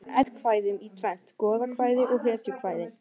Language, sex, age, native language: Icelandic, female, 18-19, Icelandic